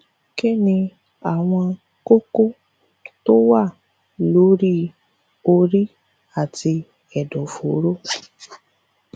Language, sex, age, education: Yoruba, female, 15-29, tertiary